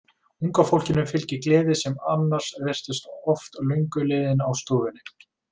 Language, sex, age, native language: Icelandic, male, 20-29, Icelandic